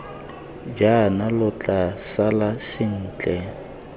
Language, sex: Tswana, male